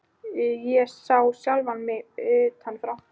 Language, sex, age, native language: Icelandic, female, 14, Icelandic